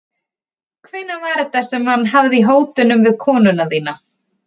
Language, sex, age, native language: Icelandic, female, 30-39, Icelandic